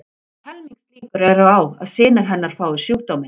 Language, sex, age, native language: Icelandic, female, 40-49, Icelandic